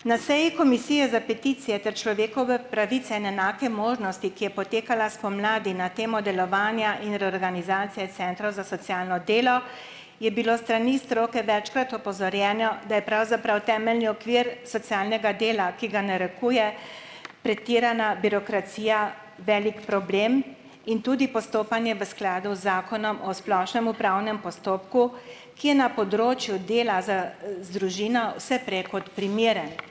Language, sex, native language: Slovenian, female, Slovenian